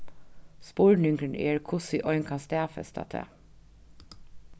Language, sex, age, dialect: Faroese, female, 36-60, Norðuroyggjar